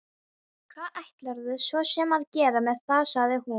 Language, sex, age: Icelandic, female, 13